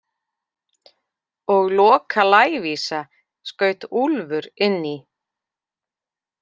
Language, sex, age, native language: Icelandic, female, 40-49, Icelandic